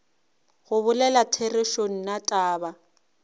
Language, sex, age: Northern Sotho, female, 24